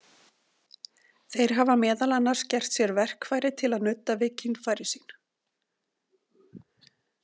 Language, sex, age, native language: Icelandic, female, 40-49, Icelandic